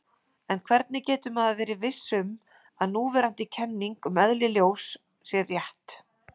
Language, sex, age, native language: Icelandic, female, 40-49, Icelandic